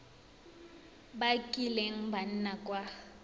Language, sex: Tswana, female